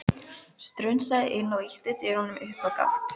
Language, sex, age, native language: Icelandic, female, 11, Icelandic